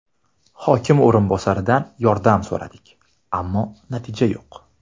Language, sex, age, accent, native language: Uzbek, male, 19-29, Toshkent viloyati, Uzbek